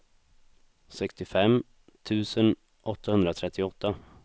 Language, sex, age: Swedish, male, 26